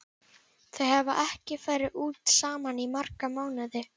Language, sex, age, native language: Icelandic, female, 11, Icelandic